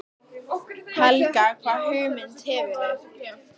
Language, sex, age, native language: Icelandic, female, 14, Icelandic